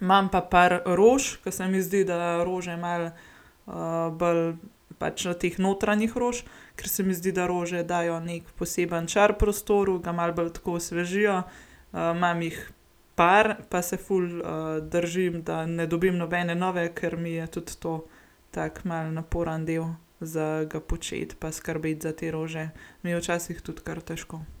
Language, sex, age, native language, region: Slovenian, female, 18-29, Slovenian, Gorenjska region